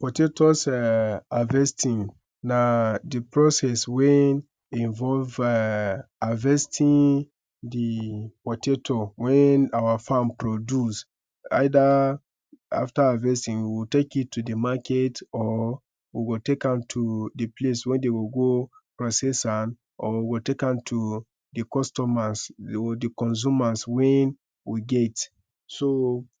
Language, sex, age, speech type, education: Nigerian Pidgin, male, 15-29, spontaneous, tertiary